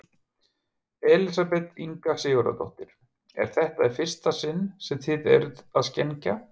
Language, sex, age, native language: Icelandic, male, 50-59, Icelandic